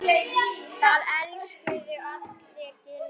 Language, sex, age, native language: Icelandic, male, 10, Icelandic